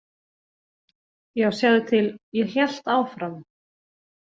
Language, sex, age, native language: Icelandic, female, 40-49, Icelandic